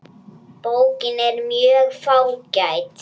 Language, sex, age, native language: Icelandic, female, 6, Icelandic